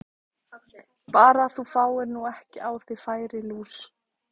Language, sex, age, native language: Icelandic, female, 14, Icelandic